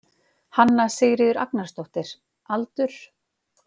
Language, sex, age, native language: Icelandic, female, 50-59, Icelandic